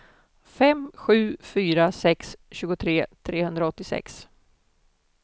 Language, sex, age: Swedish, female, 47